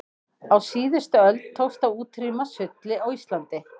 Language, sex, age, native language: Icelandic, female, 20-29, Icelandic